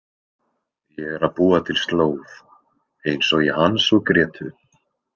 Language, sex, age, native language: Icelandic, male, 20-29, Icelandic